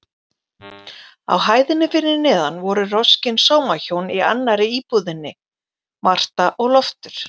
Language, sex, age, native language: Icelandic, female, 40-49, Icelandic